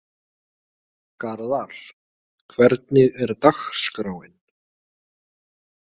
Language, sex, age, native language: Icelandic, male, 20-29, Icelandic